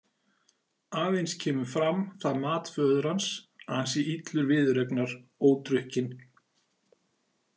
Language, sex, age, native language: Icelandic, male, 40-49, Icelandic